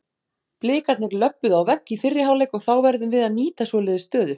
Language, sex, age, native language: Icelandic, female, 40-49, Icelandic